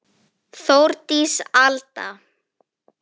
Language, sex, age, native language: Icelandic, female, 9, Icelandic